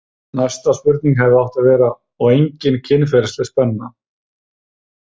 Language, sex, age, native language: Icelandic, male, 30-39, Icelandic